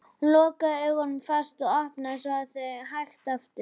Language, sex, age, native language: Icelandic, female, 11, Icelandic